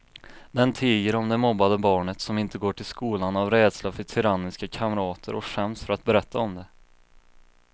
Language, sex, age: Swedish, male, 22